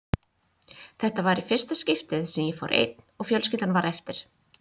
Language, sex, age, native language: Icelandic, female, 20-29, Icelandic